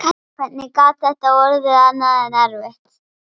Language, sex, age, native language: Icelandic, female, 40-49, Icelandic